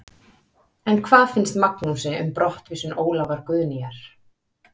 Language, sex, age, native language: Icelandic, female, 30-39, Icelandic